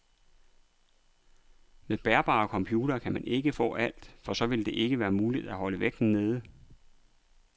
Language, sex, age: Danish, male, 39